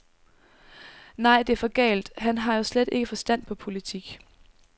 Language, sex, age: Danish, female, 19